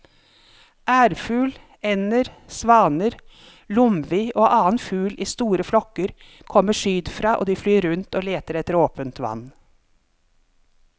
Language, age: Norwegian, 50